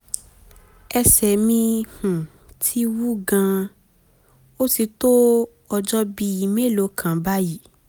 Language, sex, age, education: Yoruba, female, 15-29, tertiary